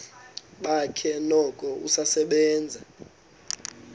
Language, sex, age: Xhosa, male, 19